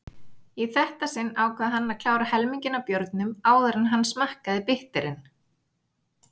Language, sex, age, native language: Icelandic, female, 40-49, Icelandic